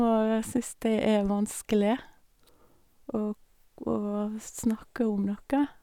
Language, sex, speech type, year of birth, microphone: Norwegian, female, spontaneous, 1962, Sennheiser